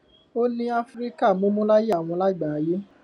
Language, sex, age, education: Yoruba, male, 15-29, tertiary